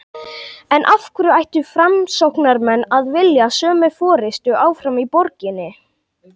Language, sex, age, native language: Icelandic, male, 18-19, Icelandic